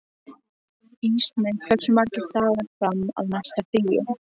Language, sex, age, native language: Icelandic, other, 13, Icelandic